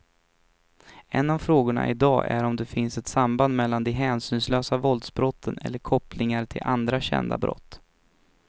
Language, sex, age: Swedish, male, 23